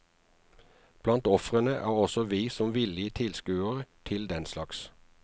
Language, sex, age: Norwegian, male, 49